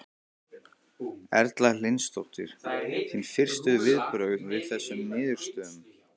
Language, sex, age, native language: Icelandic, male, 15, Icelandic